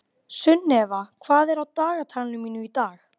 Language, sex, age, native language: Icelandic, female, 12, Icelandic